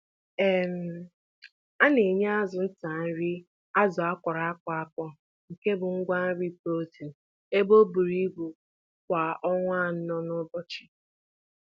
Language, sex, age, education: Igbo, female, 46-60, tertiary